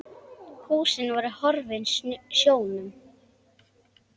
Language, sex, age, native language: Icelandic, male, 10, Icelandic